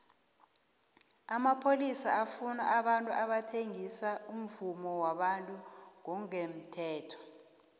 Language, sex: South Ndebele, female